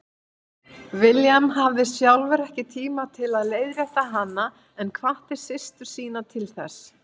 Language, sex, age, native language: Icelandic, female, 50-59, Icelandic